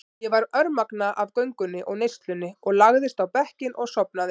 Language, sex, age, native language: Icelandic, female, 30-39, Icelandic